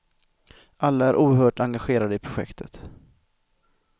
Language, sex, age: Swedish, male, 25